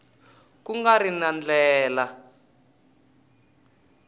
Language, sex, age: Tsonga, male, 20